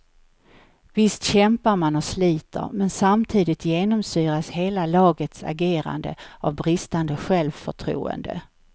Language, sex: Swedish, female